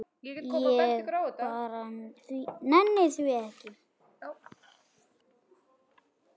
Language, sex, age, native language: Icelandic, male, 7, Icelandic